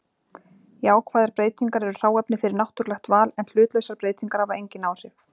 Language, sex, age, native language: Icelandic, female, 40-49, Icelandic